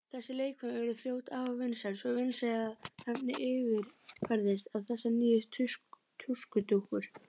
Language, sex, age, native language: Icelandic, female, 30-39, Icelandic